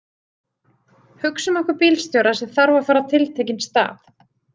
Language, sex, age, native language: Icelandic, female, 30-39, Icelandic